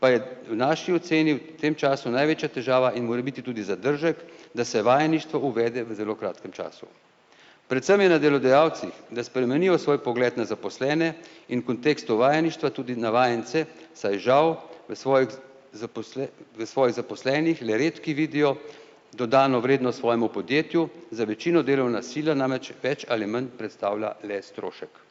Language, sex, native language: Slovenian, male, Slovenian